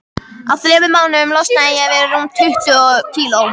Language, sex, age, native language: Icelandic, female, 13, Icelandic